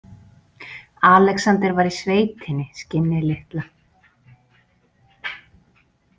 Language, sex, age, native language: Icelandic, female, 40-49, Icelandic